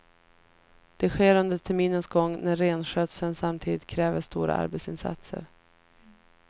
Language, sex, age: Swedish, female, 33